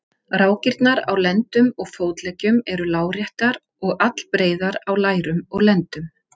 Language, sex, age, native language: Icelandic, female, 40-49, Icelandic